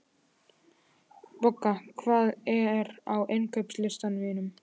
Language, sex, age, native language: Icelandic, male, 12, Icelandic